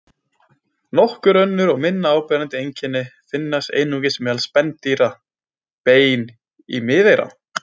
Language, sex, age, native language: Icelandic, male, 20-29, Icelandic